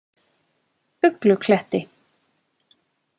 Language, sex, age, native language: Icelandic, female, 20-29, Icelandic